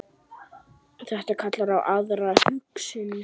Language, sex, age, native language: Icelandic, female, 10, Icelandic